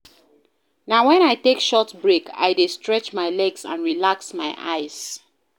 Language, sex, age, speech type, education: Nigerian Pidgin, female, 15-29, read, primary